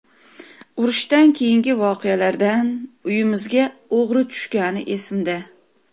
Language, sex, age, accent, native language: Uzbek, female, 40-49, Toshkent viloyati, Uzbek